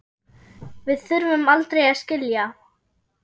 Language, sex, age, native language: Icelandic, female, 10, German